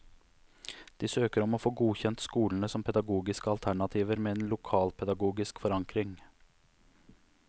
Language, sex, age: Norwegian, male, 29